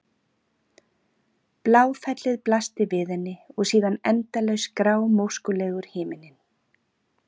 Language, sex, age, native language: Icelandic, female, 40-49, Icelandic